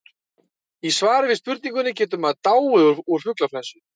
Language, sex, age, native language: Icelandic, male, 30-39, Icelandic